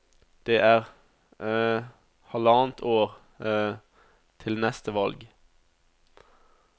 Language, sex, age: Norwegian, male, 27